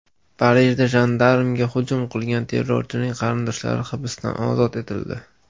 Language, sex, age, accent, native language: Uzbek, male, 18-24, Farg'ona, Uzbek